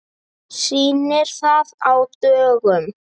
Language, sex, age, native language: Icelandic, male, 9, Icelandic